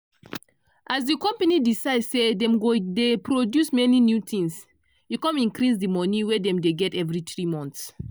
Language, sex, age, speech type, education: Nigerian Pidgin, female, 15-29, spontaneous, tertiary